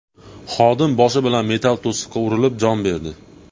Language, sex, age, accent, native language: Uzbek, male, 19-29, Andijon, Uzbek